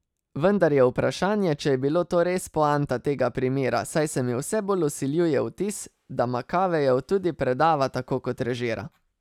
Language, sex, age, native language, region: Slovenian, male, 30-49, Slovenian, Savinja region